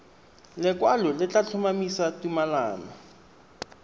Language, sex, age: Tswana, male, 23